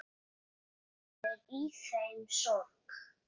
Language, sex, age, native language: Icelandic, male, 8, Icelandic